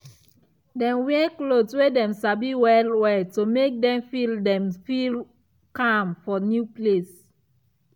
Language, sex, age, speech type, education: Nigerian Pidgin, female, 15-29, spontaneous, tertiary